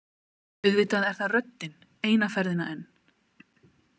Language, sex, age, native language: Icelandic, female, 30-39, Icelandic